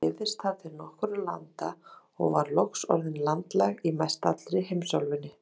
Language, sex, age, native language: Icelandic, female, 30-39, Icelandic